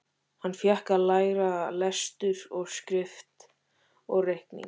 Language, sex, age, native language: Icelandic, male, 13, Icelandic